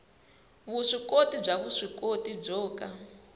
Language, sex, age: Tsonga, female, 20